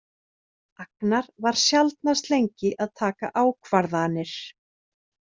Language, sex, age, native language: Icelandic, female, 30-39, Icelandic